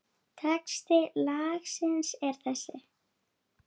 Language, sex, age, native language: Icelandic, female, 8, Icelandic